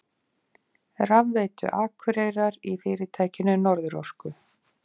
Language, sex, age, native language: Icelandic, female, 50-59, Icelandic